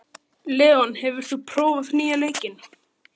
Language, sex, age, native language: Icelandic, male, 12, Icelandic